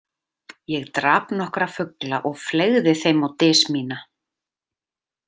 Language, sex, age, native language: Icelandic, female, 30-39, Icelandic